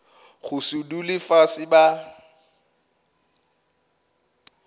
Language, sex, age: Northern Sotho, male, 24